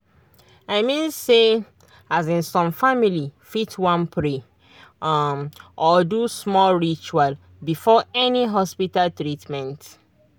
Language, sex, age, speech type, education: Nigerian Pidgin, female, 30-45, spontaneous, tertiary